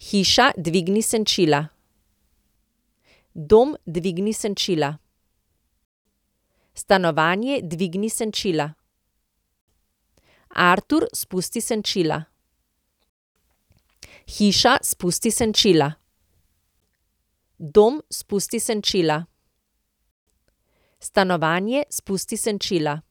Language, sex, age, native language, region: Slovenian, female, 50-59, Slovenian, Central Slovenia